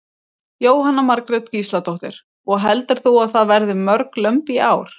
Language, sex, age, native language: Icelandic, female, 30-39, Icelandic